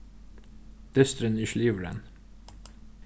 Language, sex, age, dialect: Faroese, male, 15-35, Norðurstreymoy/Eysturoy